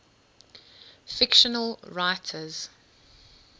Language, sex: English, female